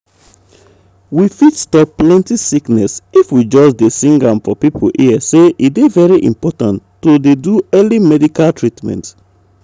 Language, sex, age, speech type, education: Nigerian Pidgin, male, 30-45, spontaneous, tertiary